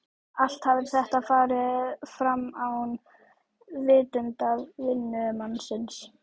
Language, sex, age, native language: Icelandic, female, 12, Icelandic